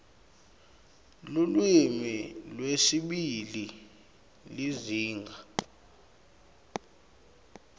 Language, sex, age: Swati, male, 21